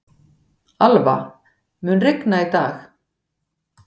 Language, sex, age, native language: Icelandic, female, 50-59, Icelandic